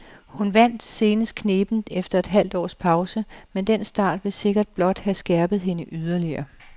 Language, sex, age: Danish, female, 37